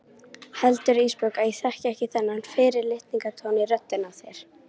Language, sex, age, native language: Icelandic, female, 18-19, Icelandic